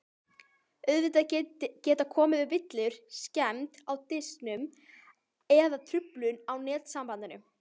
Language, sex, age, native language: Icelandic, female, 18-19, Icelandic